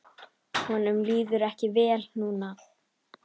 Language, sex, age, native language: Icelandic, female, 10, Icelandic